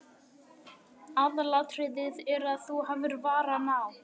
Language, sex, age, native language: Icelandic, male, 11, Icelandic